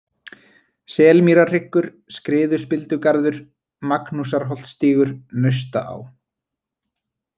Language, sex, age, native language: Icelandic, male, 20-29, Icelandic